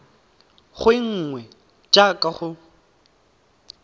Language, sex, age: Tswana, male, 18